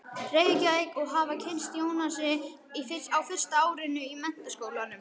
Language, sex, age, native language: Icelandic, male, 11, Icelandic